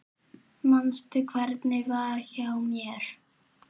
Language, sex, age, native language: Icelandic, male, 7, Icelandic